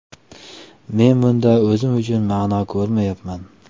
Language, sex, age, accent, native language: Uzbek, male, 25-34, Toshkent viloyati, Uzbek